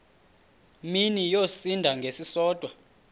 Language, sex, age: Xhosa, male, 31